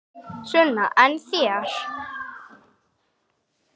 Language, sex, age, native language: Icelandic, female, 8, Icelandic